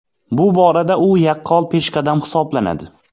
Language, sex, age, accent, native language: Uzbek, male, 25-34, Xorazm, Uzbek